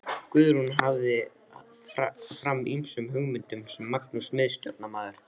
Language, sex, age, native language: Icelandic, male, 13, Icelandic